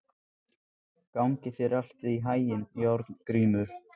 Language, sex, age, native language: Icelandic, male, 14, Icelandic